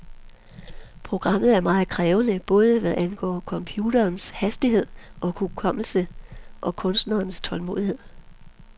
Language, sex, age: Danish, female, 43